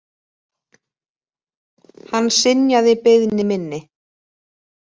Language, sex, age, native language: Icelandic, female, 20-29, Icelandic